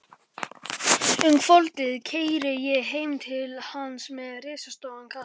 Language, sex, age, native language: Icelandic, male, 11, Polish